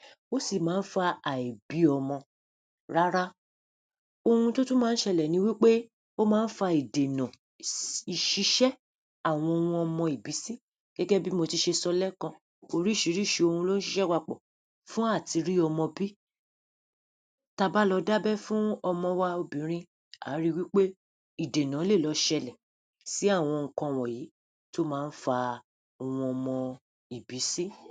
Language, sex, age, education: Yoruba, female, 30-45, tertiary